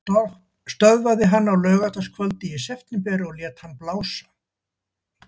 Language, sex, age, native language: Icelandic, male, 70-79, Icelandic